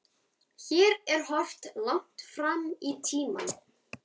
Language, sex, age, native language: Icelandic, female, 11, Icelandic